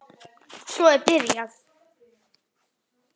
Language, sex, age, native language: Icelandic, female, 7, Icelandic